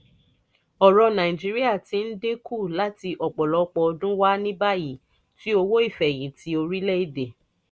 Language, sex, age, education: Yoruba, female, 30-45, tertiary